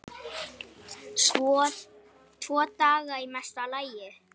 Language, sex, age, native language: Icelandic, male, 7, Icelandic